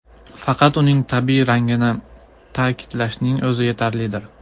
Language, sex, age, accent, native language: Uzbek, male, 19-29, Farg'ona, Uzbek